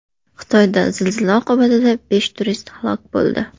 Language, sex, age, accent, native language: Uzbek, female, 18-24, Toshkent shahri, Uzbek